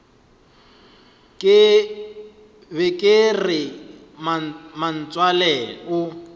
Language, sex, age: Northern Sotho, male, 23